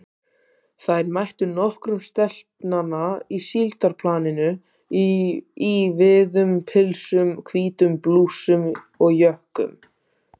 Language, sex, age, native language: Icelandic, male, 18-19, Icelandic